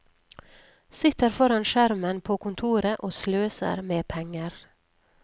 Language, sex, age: Norwegian, female, 39